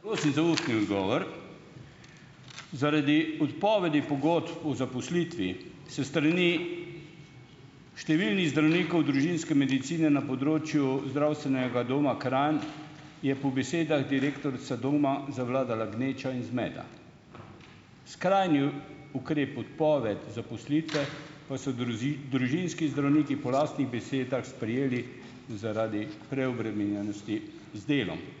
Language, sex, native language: Slovenian, male, Slovenian